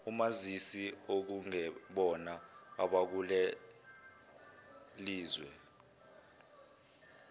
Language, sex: Zulu, male